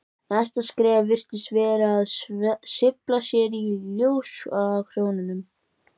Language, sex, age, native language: Icelandic, male, 11, Icelandic